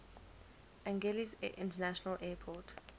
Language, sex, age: English, female, 19